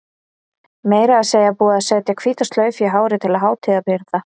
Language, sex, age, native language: Icelandic, female, 30-39, Icelandic